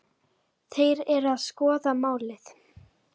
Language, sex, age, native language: Icelandic, female, 10, Icelandic